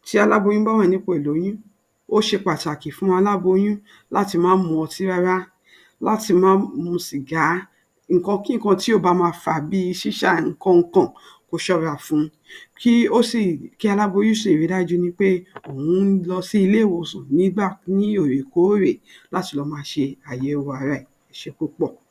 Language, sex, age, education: Yoruba, female, 60+, tertiary